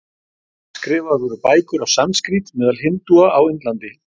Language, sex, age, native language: Icelandic, male, 40-49, Icelandic